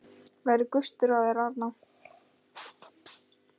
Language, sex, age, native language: Icelandic, male, 10, Icelandic